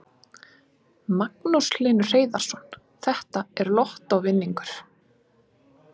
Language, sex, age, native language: Icelandic, female, 20-29, Icelandic